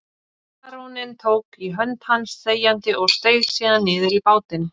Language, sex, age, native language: Icelandic, female, 20-29, Icelandic